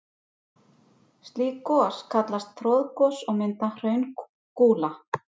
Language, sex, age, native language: Icelandic, female, 50-59, Icelandic